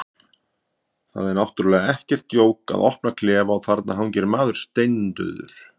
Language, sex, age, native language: Icelandic, male, 50-59, Icelandic